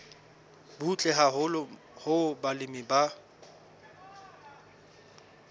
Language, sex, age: Southern Sotho, male, 24